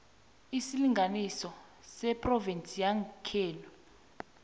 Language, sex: South Ndebele, female